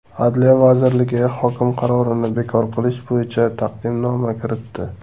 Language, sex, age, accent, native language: Uzbek, male, 19-29, Surxondaryo, Uzbek